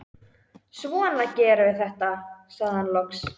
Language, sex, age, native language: Icelandic, male, 13, Icelandic